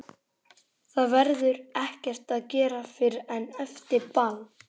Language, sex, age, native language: Icelandic, male, 11, Icelandic